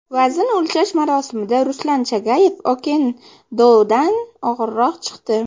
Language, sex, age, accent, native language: Uzbek, female, under 19, Namangan, Uzbek